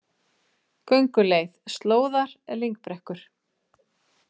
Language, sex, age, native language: Icelandic, female, 40-49, Icelandic